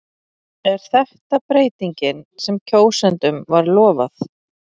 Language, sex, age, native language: Icelandic, female, 40-49, Icelandic